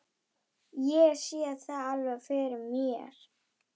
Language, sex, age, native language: Icelandic, female, 11, German